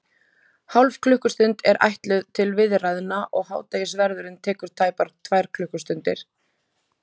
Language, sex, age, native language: Icelandic, female, 20-29, Icelandic